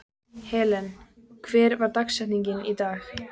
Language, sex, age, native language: Icelandic, female, 14, Icelandic